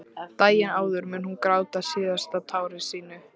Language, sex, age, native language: Icelandic, female, 13, Icelandic